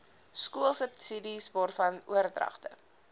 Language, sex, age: Afrikaans, female, 19